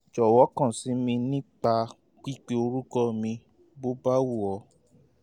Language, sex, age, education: Yoruba, male, 30-45, tertiary